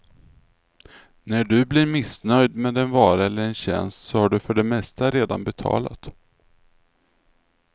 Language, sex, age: Swedish, male, 46